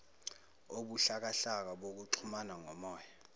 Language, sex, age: Zulu, male, 19